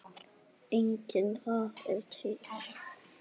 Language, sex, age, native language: Icelandic, male, 9, Icelandic